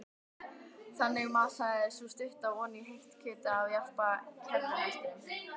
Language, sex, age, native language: Icelandic, female, 12, Icelandic